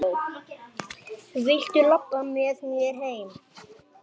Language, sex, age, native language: Icelandic, female, 8, Icelandic